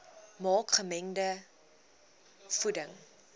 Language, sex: Afrikaans, female